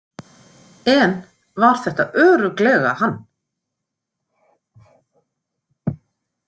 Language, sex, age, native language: Icelandic, female, 50-59, Icelandic